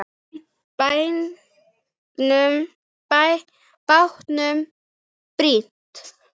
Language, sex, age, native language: Icelandic, female, 8, Icelandic